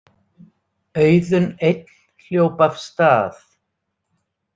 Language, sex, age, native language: Icelandic, female, 60-69, Icelandic